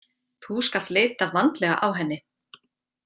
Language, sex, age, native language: Icelandic, female, 40-49, Icelandic